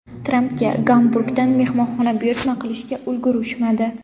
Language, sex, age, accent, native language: Uzbek, female, 18-24, Buxoro, Uzbek